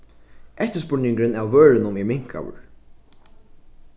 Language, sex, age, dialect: Faroese, male, 15-35, Norðuroyggjar